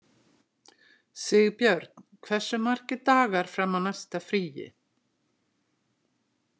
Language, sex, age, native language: Icelandic, female, 60-69, Icelandic